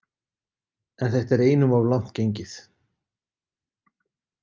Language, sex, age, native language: Icelandic, male, 50-59, Icelandic